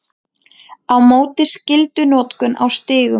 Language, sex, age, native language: Icelandic, female, 20-29, Icelandic